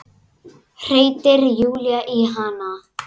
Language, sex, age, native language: Icelandic, male, 9, Icelandic